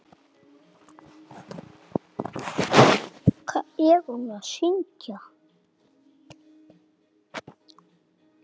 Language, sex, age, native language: Icelandic, male, 7, Icelandic